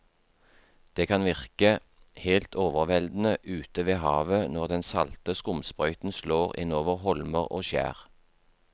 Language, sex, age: Norwegian, male, 43